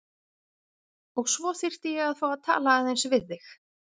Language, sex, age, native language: Icelandic, female, 40-49, Icelandic